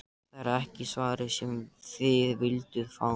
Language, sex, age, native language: Icelandic, male, 13, Icelandic